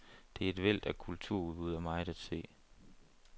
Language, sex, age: Danish, male, 29